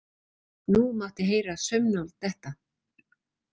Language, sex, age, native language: Icelandic, female, 40-49, Icelandic